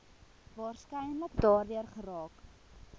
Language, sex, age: Afrikaans, female, 19